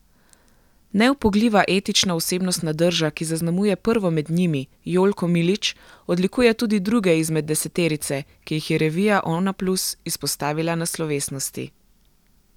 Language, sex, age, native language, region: Slovenian, female, 18-29, Slovenian, Gorenjska region